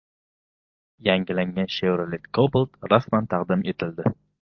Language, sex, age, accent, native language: Uzbek, male, 25-34, Farg'ona, Uzbek